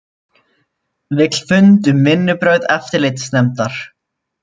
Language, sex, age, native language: Icelandic, male, 20-29, Icelandic